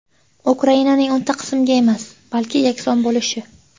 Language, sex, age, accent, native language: Uzbek, female, 18-24, Qashqadaryo, Uzbek